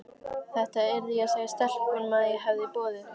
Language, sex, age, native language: Icelandic, female, 13, Icelandic